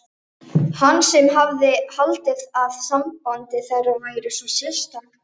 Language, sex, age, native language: Icelandic, female, 12, Icelandic